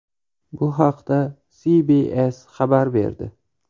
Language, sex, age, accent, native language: Uzbek, male, 25-34, Farg'ona, Uzbek